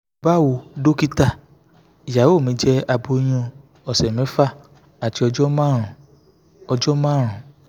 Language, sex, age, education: Yoruba, male, 15-29, tertiary